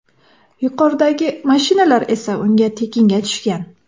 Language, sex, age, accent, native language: Uzbek, female, 18-24, Samarqand, Uzbek